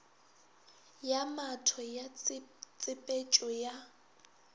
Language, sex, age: Northern Sotho, female, 21